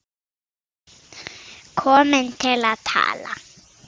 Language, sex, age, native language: Icelandic, female, 6, Icelandic